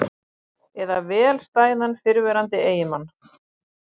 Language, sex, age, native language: Icelandic, female, 50-59, Icelandic